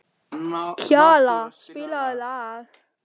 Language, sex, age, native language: Icelandic, male, 13, German